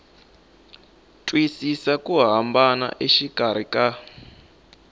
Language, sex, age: Tsonga, male, 19